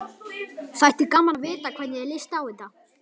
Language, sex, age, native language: Icelandic, male, 11, Icelandic